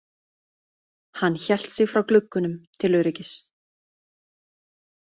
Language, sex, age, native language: Icelandic, female, 30-39, Icelandic